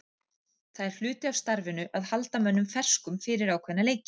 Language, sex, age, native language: Icelandic, female, 40-49, Icelandic